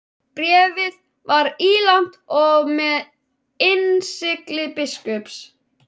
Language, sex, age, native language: Icelandic, male, 11, Icelandic